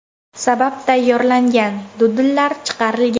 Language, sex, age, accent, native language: Uzbek, female, under 19, Toshkent shahri, Uzbek